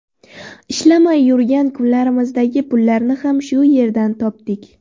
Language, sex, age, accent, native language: Uzbek, female, 18-24, Surxondaryo, Uzbek